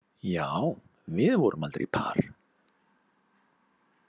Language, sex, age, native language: Icelandic, male, 50-59, Icelandic